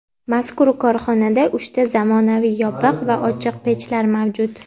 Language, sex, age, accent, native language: Uzbek, female, 18-24, Andijon, Uzbek